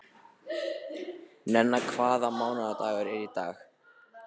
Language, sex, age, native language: Icelandic, other, 13, Icelandic